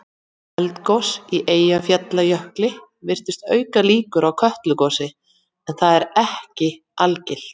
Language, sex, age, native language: Icelandic, female, 40-49, Icelandic